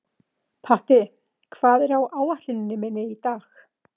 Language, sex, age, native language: Icelandic, female, 40-49, Icelandic